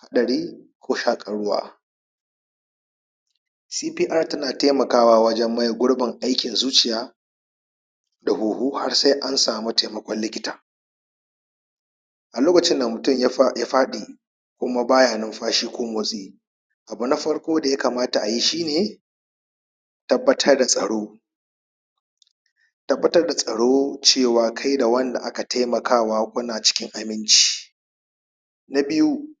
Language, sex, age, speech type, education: Hausa, male, 30-45, spontaneous, tertiary